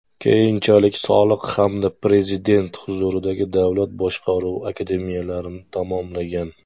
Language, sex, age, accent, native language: Uzbek, male, 19-29, Namangan, Uzbek